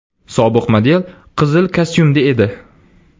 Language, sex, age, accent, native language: Uzbek, male, 18-24, Surxondaryo, Uzbek